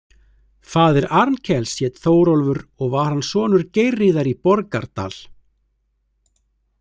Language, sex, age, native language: Icelandic, male, 30-39, Icelandic